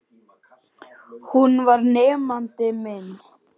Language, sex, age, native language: Icelandic, male, 10, Icelandic